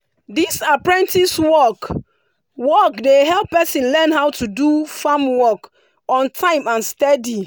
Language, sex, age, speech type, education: Nigerian Pidgin, female, 30-45, spontaneous, tertiary